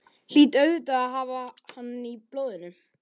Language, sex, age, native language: Icelandic, male, 12, Icelandic